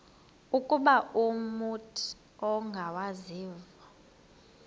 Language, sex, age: Xhosa, female, 26